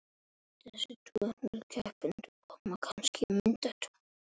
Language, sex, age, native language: Icelandic, male, 7, Icelandic